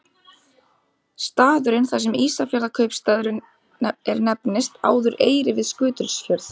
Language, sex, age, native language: Icelandic, female, 30-39, Icelandic